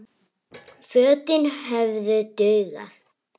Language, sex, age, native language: Icelandic, female, 8, Icelandic